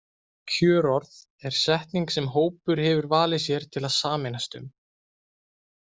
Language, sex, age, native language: Icelandic, male, 20-29, Icelandic